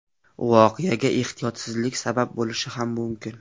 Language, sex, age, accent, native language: Uzbek, male, 25-34, Qashqadaryo, Uzbek